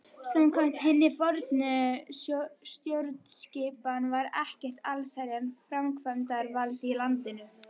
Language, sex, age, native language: Icelandic, female, 11, Icelandic